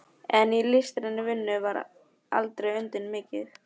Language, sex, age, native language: Icelandic, female, 15, Icelandic